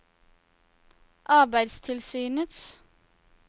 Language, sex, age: Norwegian, female, 21